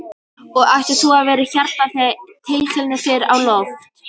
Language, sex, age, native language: Icelandic, female, 18-19, Icelandic